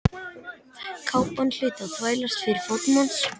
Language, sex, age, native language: Icelandic, male, 11, Icelandic